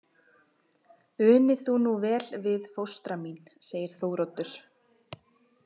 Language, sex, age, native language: Icelandic, female, 20-29, Icelandic